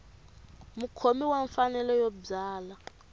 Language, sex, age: Tsonga, female, 24